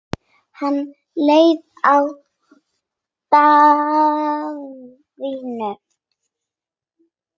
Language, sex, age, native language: Icelandic, female, 8, Icelandic